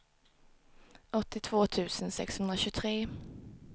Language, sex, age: Swedish, female, 19